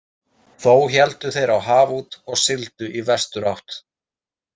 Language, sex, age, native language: Icelandic, male, 30-39, Icelandic